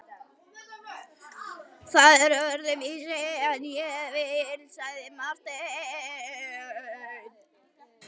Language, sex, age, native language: Icelandic, female, 11, Icelandic